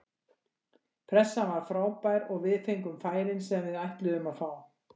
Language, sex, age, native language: Icelandic, female, 60-69, Icelandic